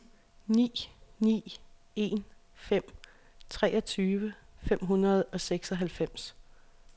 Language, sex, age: Danish, female, 36